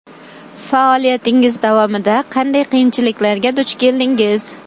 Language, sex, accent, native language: Uzbek, female, Toshkent shahri, Uzbek